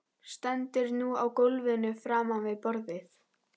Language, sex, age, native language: Icelandic, female, 11, Icelandic